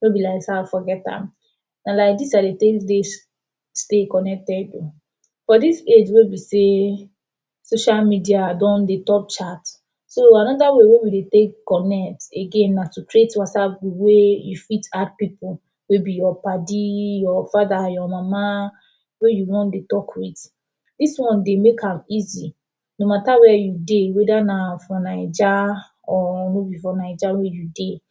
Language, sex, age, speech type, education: Nigerian Pidgin, female, 15-29, spontaneous, tertiary